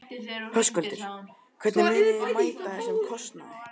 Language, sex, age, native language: Icelandic, male, 12, Icelandic